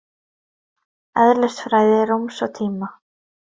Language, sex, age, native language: Icelandic, female, 30-39, Icelandic